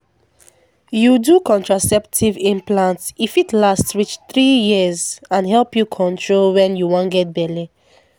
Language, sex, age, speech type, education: Nigerian Pidgin, female, 15-29, spontaneous, secondary